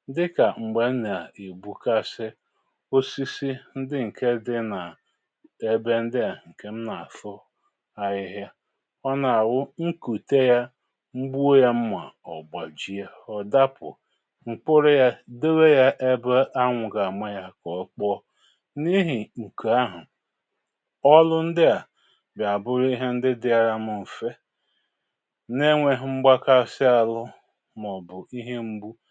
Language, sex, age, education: Igbo, male, 46-60, tertiary